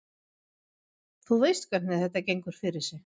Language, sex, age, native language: Icelandic, female, 50-59, Swedish